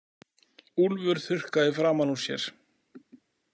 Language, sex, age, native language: Icelandic, male, 40-49, Icelandic